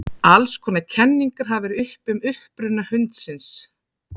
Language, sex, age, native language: Icelandic, female, 40-49, Icelandic